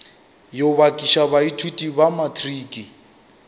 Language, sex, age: Northern Sotho, male, 25